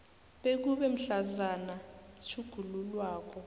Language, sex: South Ndebele, female